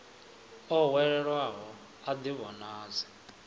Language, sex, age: Venda, male, 24